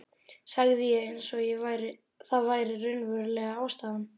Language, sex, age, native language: Icelandic, male, 12, Icelandic